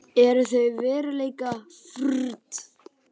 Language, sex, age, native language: Icelandic, male, 12, Icelandic